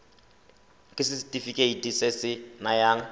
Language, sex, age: Tswana, male, 25